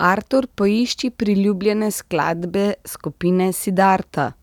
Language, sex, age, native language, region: Slovenian, female, 30-49, Slovenian, Central Slovenia